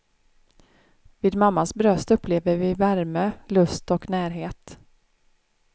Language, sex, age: Swedish, female, 36